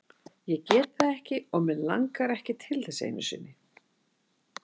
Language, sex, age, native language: Icelandic, female, 60-69, Icelandic